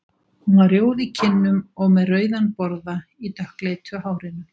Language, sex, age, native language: Icelandic, female, 60-69, Icelandic